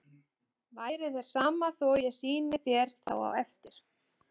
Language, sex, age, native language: Icelandic, female, 40-49, Icelandic